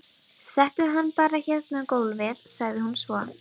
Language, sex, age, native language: Icelandic, female, 12, Icelandic